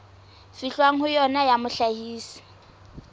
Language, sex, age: Southern Sotho, female, 20